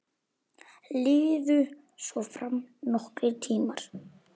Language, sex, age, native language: Icelandic, male, 8, Icelandic